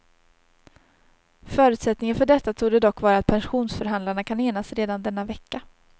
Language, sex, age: Swedish, female, 30